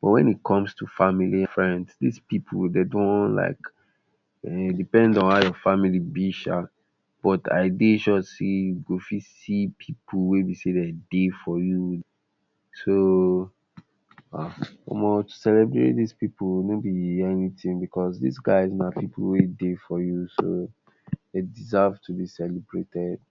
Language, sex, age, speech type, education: Nigerian Pidgin, male, 60+, spontaneous, tertiary